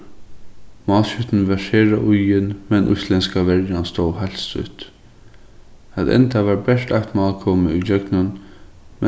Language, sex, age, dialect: Faroese, male, 15-35, Suðurstreymoy